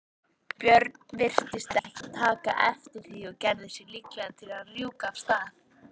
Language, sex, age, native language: Icelandic, female, 18-19, Icelandic